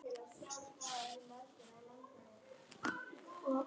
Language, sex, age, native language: Icelandic, female, 11, Icelandic